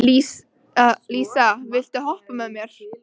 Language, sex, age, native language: Icelandic, female, 13, Icelandic